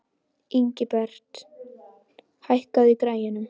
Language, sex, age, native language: Icelandic, female, 11, Icelandic